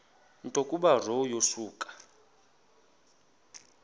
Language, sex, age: Xhosa, male, 21